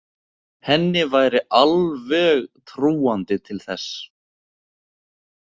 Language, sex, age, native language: Icelandic, male, 18-19, Icelandic